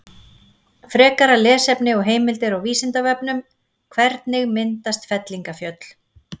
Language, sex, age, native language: Icelandic, female, 40-49, Icelandic